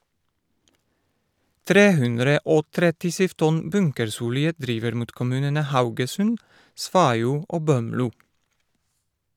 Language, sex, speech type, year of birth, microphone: Norwegian, male, read, 1973, Shure